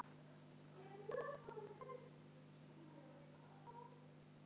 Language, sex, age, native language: Icelandic, female, 9, Icelandic